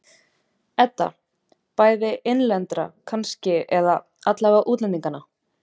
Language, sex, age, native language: Icelandic, female, 20-29, Icelandic